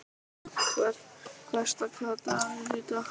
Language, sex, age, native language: Icelandic, male, 11, Icelandic